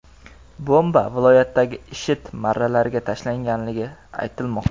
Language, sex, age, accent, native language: Uzbek, male, 18-24, Jizzax, Uzbek